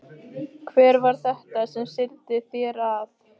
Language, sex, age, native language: Icelandic, female, 15, Icelandic